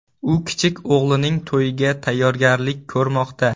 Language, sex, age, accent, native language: Uzbek, male, 12-17, Toshkent viloyati, Uzbek